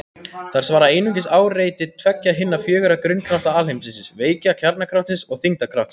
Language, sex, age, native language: Icelandic, other, 18-19, Icelandic